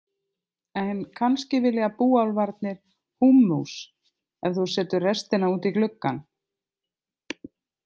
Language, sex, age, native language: Icelandic, other, 50-59, Icelandic